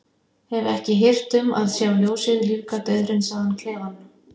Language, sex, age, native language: Icelandic, female, 50-59, Icelandic